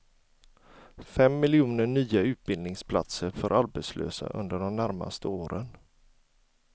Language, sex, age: Swedish, male, 40